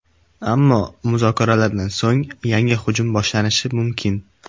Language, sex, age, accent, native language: Uzbek, male, 18-24, Sirdaryo, Uzbek